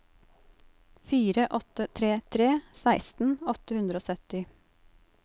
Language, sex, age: Norwegian, female, 28